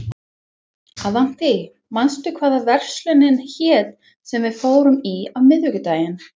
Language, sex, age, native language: Icelandic, female, 20-29, English